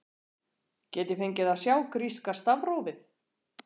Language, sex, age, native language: Icelandic, female, 40-49, Icelandic